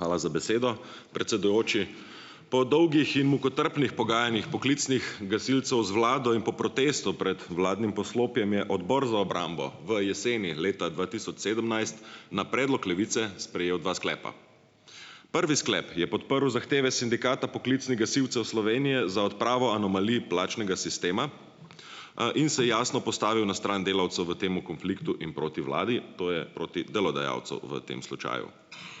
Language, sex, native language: Slovenian, male, Slovenian